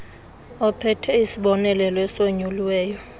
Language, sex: Xhosa, male